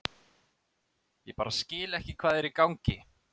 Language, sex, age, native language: Icelandic, male, 30-39, Icelandic